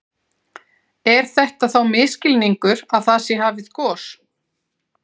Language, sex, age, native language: Icelandic, female, 40-49, Icelandic